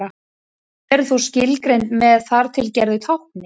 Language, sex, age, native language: Icelandic, female, 30-39, Icelandic